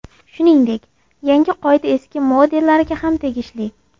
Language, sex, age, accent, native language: Uzbek, female, 18-24, Andijon, Uzbek